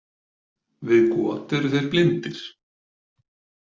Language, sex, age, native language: Icelandic, male, 40-49, Icelandic